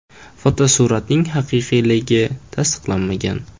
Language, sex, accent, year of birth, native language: Uzbek, male, Jizzax, 2003, Uzbek